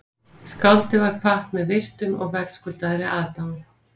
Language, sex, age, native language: Icelandic, female, 50-59, Icelandic